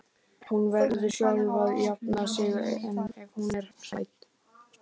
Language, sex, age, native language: Icelandic, male, 12, Icelandic